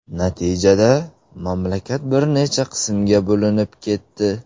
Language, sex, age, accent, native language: Uzbek, male, 18-24, Surxondaryo, Uzbek